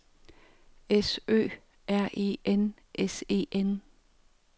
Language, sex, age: Danish, female, 45